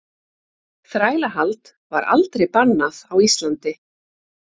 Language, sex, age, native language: Icelandic, female, 50-59, Icelandic